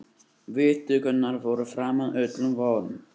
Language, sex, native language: Icelandic, male, Icelandic